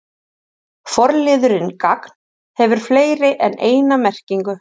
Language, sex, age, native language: Icelandic, female, 30-39, Icelandic